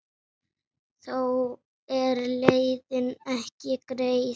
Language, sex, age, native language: Icelandic, female, 7, Icelandic